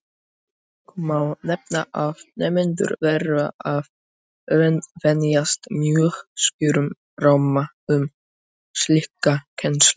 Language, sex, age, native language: Icelandic, male, 18-19, Icelandic